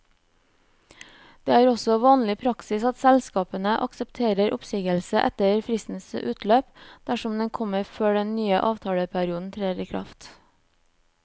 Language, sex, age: Norwegian, female, 29